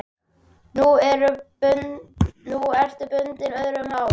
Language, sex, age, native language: Icelandic, male, 10, Icelandic